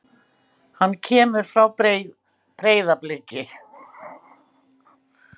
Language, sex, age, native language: Icelandic, female, 60-69, Icelandic